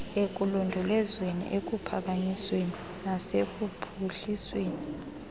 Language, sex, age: Xhosa, female, 26